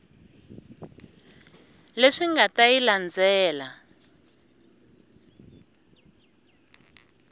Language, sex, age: Tsonga, female, 20